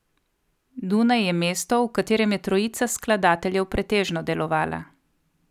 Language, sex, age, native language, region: Slovenian, female, 30-49, Slovenian, Coastal Karst region